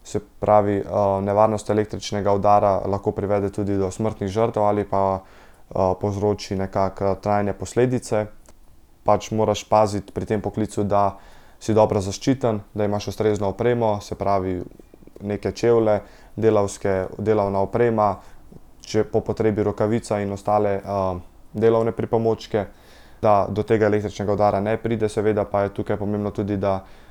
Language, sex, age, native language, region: Slovenian, male, 18-29, Slovenian, Central Slovenia